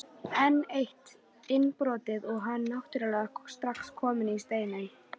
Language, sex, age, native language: Icelandic, female, 13, Icelandic